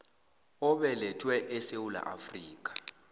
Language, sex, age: South Ndebele, male, 22